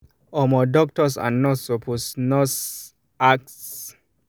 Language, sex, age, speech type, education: Nigerian Pidgin, male, 30-45, spontaneous, tertiary